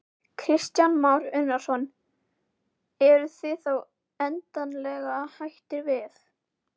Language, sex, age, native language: Icelandic, female, 11, Icelandic